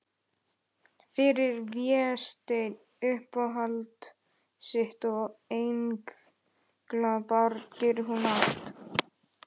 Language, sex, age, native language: Icelandic, male, 11, Icelandic